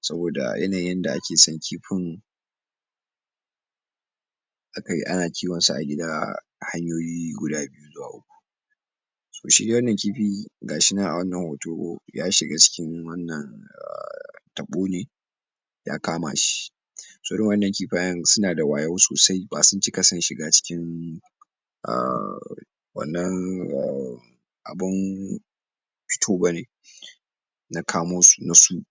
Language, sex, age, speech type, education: Hausa, male, 46-60, spontaneous, tertiary